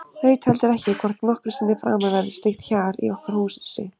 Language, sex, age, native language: Icelandic, female, 30-39, Icelandic